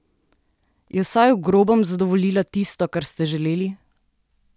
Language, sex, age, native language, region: Slovenian, female, 30-49, Slovenian, Southeast Slovenia